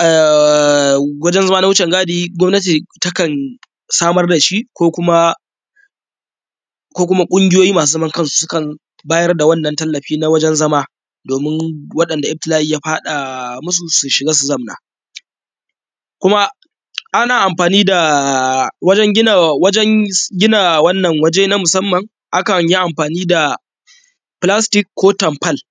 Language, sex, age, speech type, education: Hausa, male, 15-29, spontaneous, tertiary